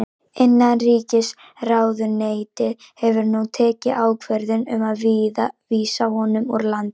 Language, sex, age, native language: Icelandic, female, 18-19, Icelandic